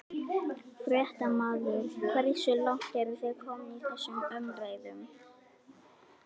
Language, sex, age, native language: Icelandic, female, 11, Icelandic